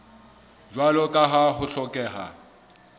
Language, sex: Southern Sotho, male